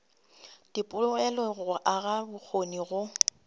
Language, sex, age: Northern Sotho, female, 25